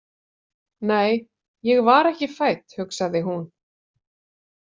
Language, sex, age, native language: Icelandic, female, 40-49, Icelandic